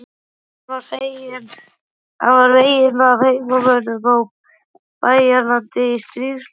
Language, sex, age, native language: Icelandic, male, 12, Icelandic